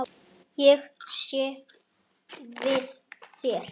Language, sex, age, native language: Icelandic, male, 7, Icelandic